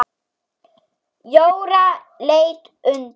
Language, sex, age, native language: Icelandic, female, 9, German